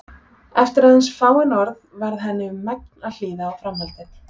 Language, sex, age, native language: Icelandic, female, 40-49, Icelandic